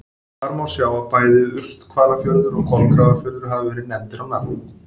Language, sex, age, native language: Icelandic, male, 40-49, Icelandic